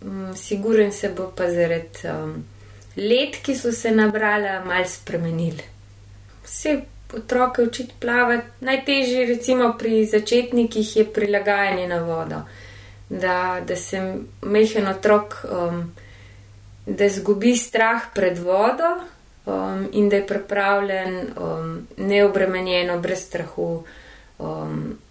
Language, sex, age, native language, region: Slovenian, female, 30-49, Slovenian, Gorenjska region